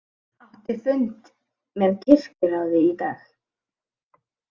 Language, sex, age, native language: Icelandic, female, 18-19, Icelandic